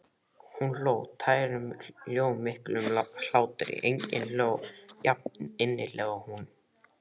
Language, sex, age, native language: Icelandic, male, 13, Icelandic